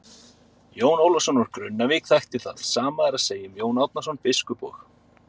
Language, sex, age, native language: Icelandic, male, 30-39, Icelandic